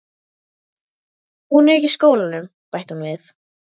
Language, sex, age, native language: Icelandic, female, 12, Icelandic